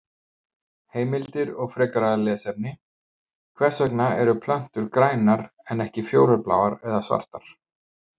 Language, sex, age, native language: Icelandic, male, 50-59, Icelandic